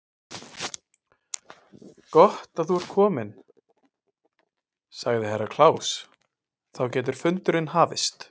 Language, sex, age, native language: Icelandic, male, 20-29, Icelandic